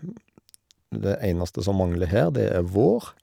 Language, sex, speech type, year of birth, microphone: Norwegian, male, spontaneous, 1972, Shure